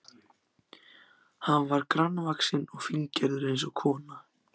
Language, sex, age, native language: Icelandic, other, 14, Icelandic